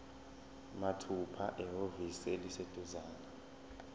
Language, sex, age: Zulu, male, 20